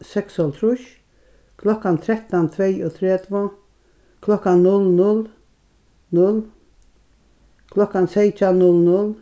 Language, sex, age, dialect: Faroese, female, 61+, Norðurstreymoy/Eysturoy